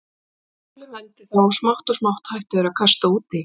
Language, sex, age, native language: Icelandic, female, 40-49, Icelandic